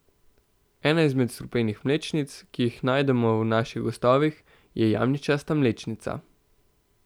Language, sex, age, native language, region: Slovenian, male, 18-29, Slovenian, Central Slovenia